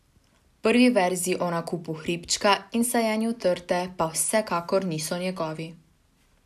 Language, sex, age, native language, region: Slovenian, female, 18-29, Slovenian, Savinja region